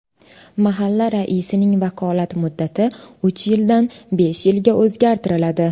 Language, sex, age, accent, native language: Uzbek, female, 18-24, Toshkent shahri, Uzbek